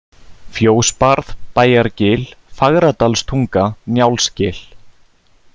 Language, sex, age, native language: Icelandic, male, 30-39, Icelandic